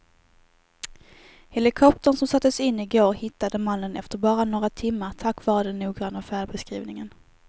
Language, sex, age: Swedish, female, 18